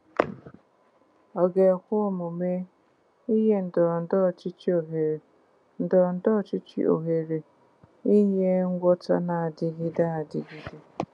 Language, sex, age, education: Igbo, female, 15-29, tertiary